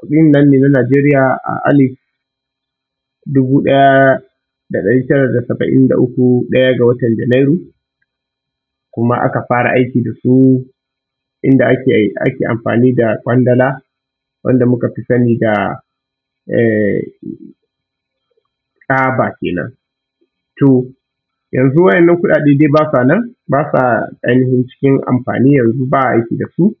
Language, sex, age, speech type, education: Hausa, male, 15-29, spontaneous, tertiary